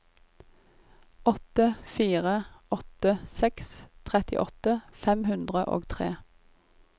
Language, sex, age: Norwegian, female, 25